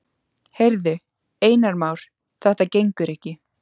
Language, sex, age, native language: Icelandic, female, 14, Icelandic